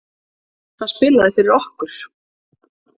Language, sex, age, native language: Icelandic, female, 40-49, Icelandic